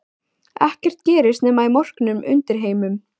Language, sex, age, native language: Icelandic, female, 14, Icelandic